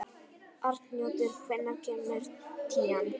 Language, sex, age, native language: Icelandic, female, 11, Icelandic